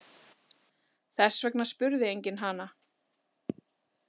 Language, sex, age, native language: Icelandic, female, 40-49, Icelandic